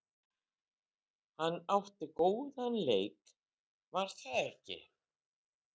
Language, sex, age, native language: Icelandic, female, 60-69, Icelandic